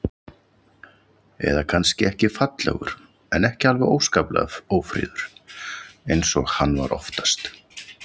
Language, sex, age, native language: Icelandic, male, 40-49, Icelandic